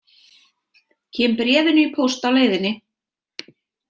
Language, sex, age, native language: Icelandic, female, 30-39, Icelandic